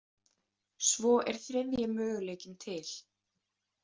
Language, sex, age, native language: Icelandic, female, 18-19, Icelandic